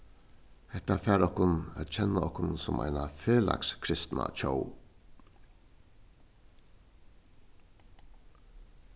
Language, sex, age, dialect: Faroese, male, 61+, Suðurstreymoy